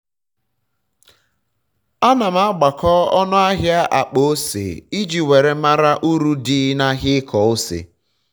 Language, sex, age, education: Igbo, male, 15-29, tertiary